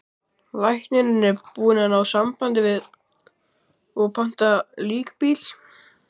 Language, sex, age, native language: Icelandic, male, 12, Icelandic